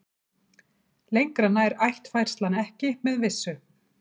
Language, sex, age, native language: Icelandic, female, 40-49, Icelandic